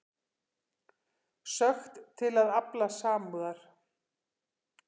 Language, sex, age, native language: Icelandic, female, 50-59, Icelandic